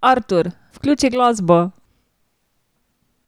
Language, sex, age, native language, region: Slovenian, female, 18-29, Slovenian, Drava region